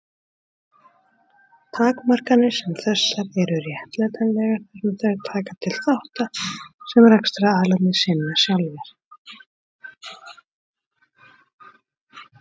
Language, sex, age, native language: Icelandic, female, 40-49, Icelandic